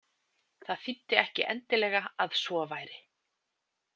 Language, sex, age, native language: Icelandic, female, 20-29, Icelandic